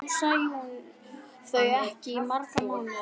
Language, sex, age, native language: Icelandic, male, 11, Icelandic